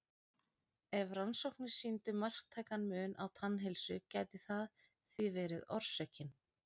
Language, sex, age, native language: Icelandic, female, 40-49, Icelandic